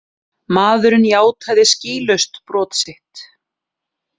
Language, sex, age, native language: Icelandic, female, 30-39, Icelandic